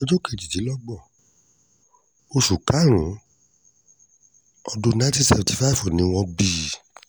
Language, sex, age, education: Yoruba, male, 30-45, tertiary